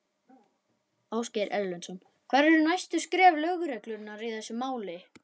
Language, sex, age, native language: Icelandic, male, 11, Icelandic